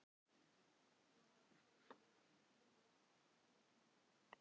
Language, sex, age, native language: Icelandic, female, 40-49, Filipino